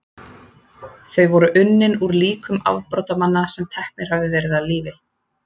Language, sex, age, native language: Icelandic, female, 30-39, Icelandic